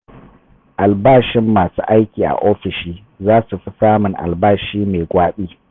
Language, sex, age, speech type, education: Hausa, male, 30-45, read, tertiary